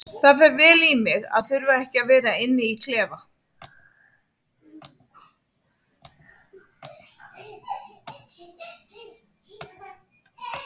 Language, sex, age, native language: Icelandic, female, 50-59, Icelandic